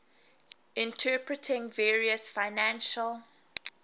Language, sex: English, female